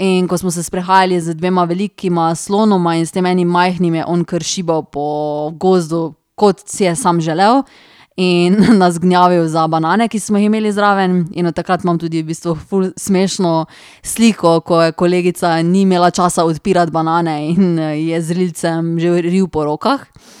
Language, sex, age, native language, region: Slovenian, female, 30-49, Slovenian, Drava region